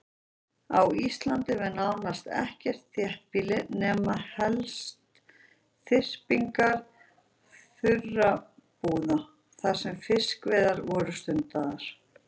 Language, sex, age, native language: Icelandic, female, 40-49, Icelandic